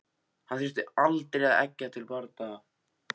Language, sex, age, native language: Icelandic, male, 14, Icelandic